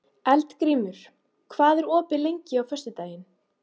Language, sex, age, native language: Icelandic, female, 18-19, Icelandic